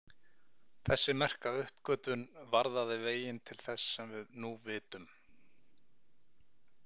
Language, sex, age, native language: Icelandic, male, 40-49, Icelandic